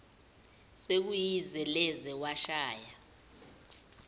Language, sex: Zulu, female